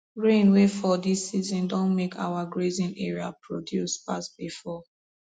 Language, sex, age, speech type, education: Nigerian Pidgin, female, 15-29, spontaneous, tertiary